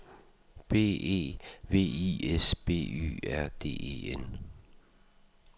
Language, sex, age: Danish, male, 52